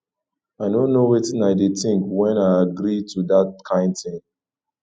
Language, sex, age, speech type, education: Nigerian Pidgin, male, 15-29, spontaneous, tertiary